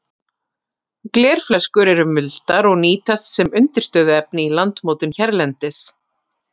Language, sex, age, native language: Icelandic, female, 40-49, Icelandic